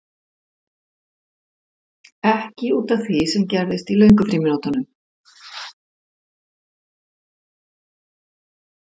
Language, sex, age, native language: Icelandic, female, 50-59, Icelandic